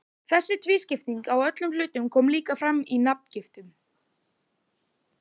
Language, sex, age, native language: Icelandic, male, 12, Icelandic